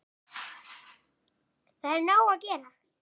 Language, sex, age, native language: Icelandic, female, 7, Icelandic